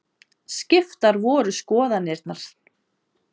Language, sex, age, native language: Icelandic, female, 20-29, Icelandic